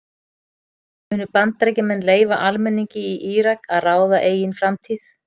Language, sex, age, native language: Icelandic, female, 50-59, Icelandic